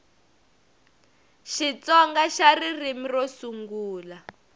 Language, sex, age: Tsonga, female, 22